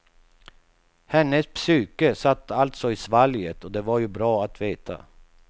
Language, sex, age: Swedish, male, 48